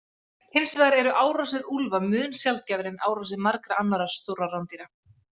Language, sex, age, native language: Icelandic, female, 30-39, Icelandic